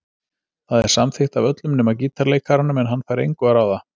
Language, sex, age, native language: Icelandic, male, 30-39, Icelandic